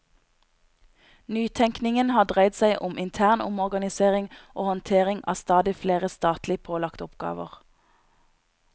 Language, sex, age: Norwegian, female, 26